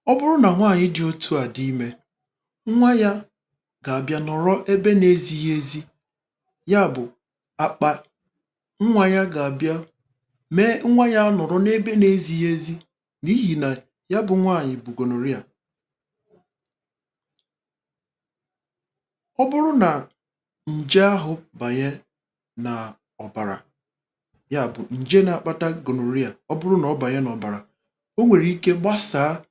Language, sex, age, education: Igbo, male, 30-45, tertiary